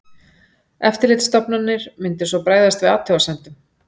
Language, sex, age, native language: Icelandic, female, 40-49, Icelandic